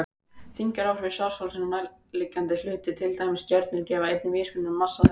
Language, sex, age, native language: Icelandic, female, 18-19, Icelandic